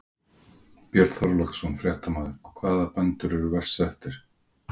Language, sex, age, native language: Icelandic, male, 40-49, Icelandic